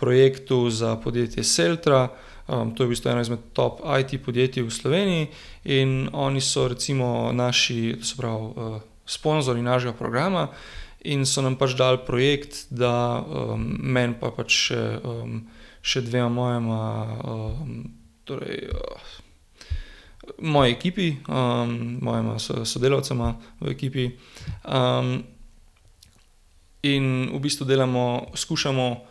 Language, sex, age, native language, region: Slovenian, male, 18-29, Slovenian, Gorenjska region